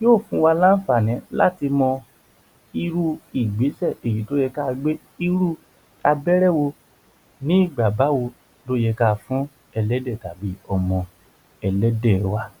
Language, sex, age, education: Yoruba, male, 60+, tertiary